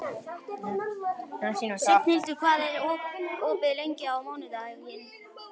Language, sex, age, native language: Icelandic, male, 11, Icelandic